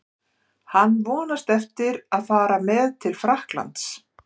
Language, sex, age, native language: Icelandic, female, 50-59, Icelandic